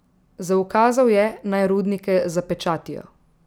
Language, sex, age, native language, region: Slovenian, female, 18-29, Slovenian, Drava region